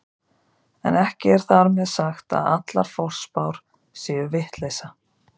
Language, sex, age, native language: Icelandic, female, 50-59, Icelandic